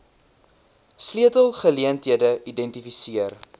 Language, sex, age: Afrikaans, male, 19